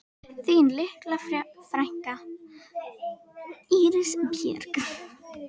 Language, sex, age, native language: Icelandic, female, 10, Icelandic